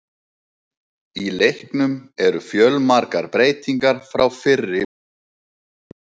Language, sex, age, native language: Icelandic, male, 30-39, Icelandic